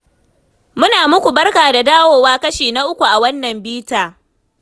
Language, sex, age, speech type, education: Hausa, female, 15-29, read, tertiary